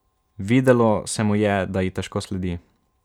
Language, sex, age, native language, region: Slovenian, male, 12-17, Slovenian, Savinja region